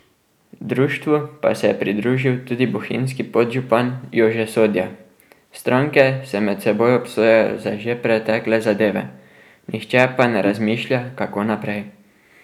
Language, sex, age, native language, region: Slovenian, male, 12-17, Slovenian, Drava region